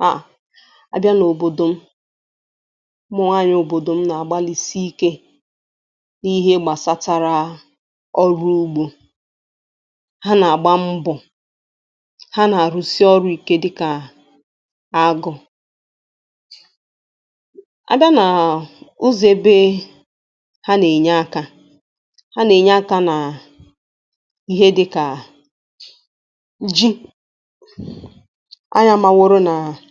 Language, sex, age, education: Igbo, female, 15-29, tertiary